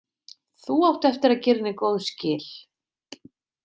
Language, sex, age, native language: Icelandic, female, 50-59, Icelandic